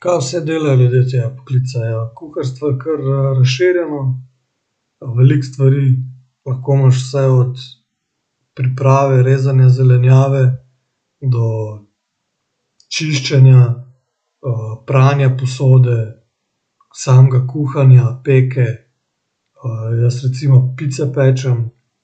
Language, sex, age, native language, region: Slovenian, male, 18-29, Slovenian, Central Slovenia